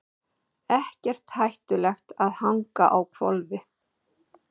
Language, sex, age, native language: Icelandic, female, 50-59, Icelandic